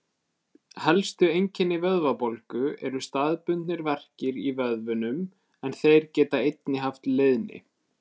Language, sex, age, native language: Icelandic, male, 20-29, Icelandic